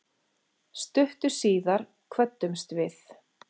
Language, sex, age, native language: Icelandic, female, 40-49, Icelandic